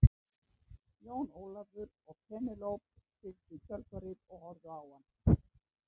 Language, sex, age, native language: Icelandic, female, 60-69, Icelandic